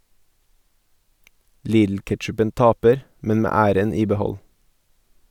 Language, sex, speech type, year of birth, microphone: Norwegian, male, read, 1989, Sennheiser